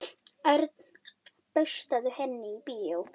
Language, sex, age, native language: Icelandic, female, 10, Icelandic